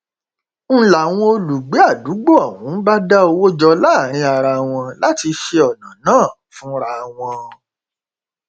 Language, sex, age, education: Yoruba, male, 46-60, tertiary